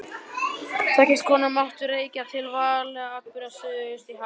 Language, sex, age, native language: Icelandic, male, 12, Icelandic